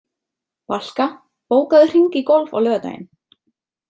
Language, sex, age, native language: Icelandic, female, 30-39, Icelandic